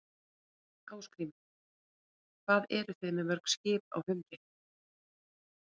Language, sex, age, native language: Icelandic, female, 40-49, Icelandic